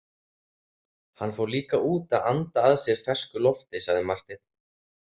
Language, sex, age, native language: Icelandic, male, 30-39, Icelandic